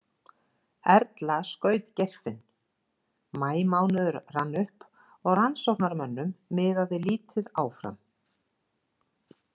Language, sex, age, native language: Icelandic, female, 50-59, Icelandic